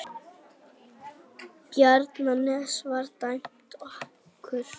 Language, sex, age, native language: Icelandic, female, 18-19, Icelandic